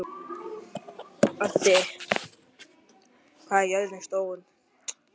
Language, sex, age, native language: Icelandic, male, 12, Icelandic